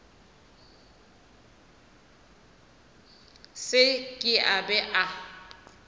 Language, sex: Northern Sotho, female